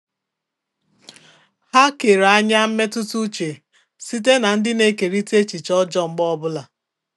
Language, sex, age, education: Igbo, female, 30-45, tertiary